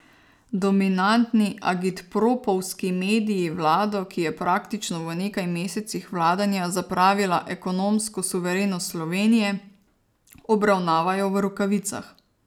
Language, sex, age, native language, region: Slovenian, female, 30-49, Slovenian, Savinja region